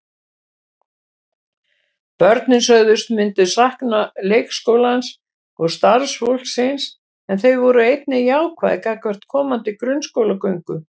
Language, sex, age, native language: Icelandic, female, 70-79, Icelandic